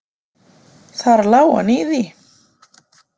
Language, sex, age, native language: Icelandic, female, 30-39, Icelandic